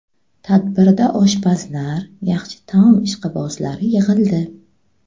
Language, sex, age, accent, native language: Uzbek, female, 25-34, Buxoro, Uzbek